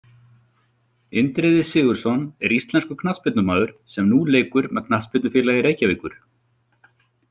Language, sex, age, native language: Icelandic, male, 40-49, Icelandic